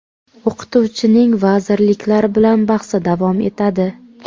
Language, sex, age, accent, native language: Uzbek, female, 18-24, Jizzax, Uzbek